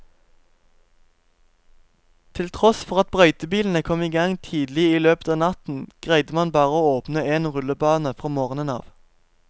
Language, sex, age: Norwegian, male, 17